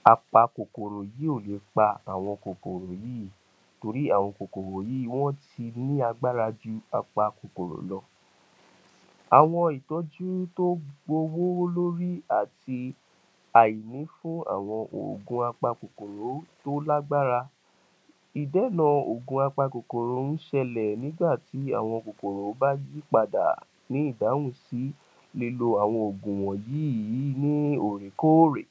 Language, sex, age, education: Yoruba, male, 46-60, tertiary